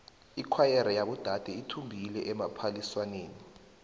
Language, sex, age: South Ndebele, male, 19